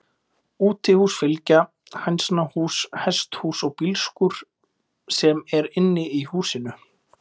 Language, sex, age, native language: Icelandic, male, 20-29, Icelandic